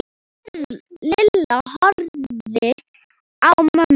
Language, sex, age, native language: Icelandic, female, 10, Thai